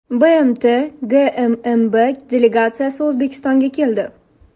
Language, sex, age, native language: Uzbek, female, 18-24, Uzbek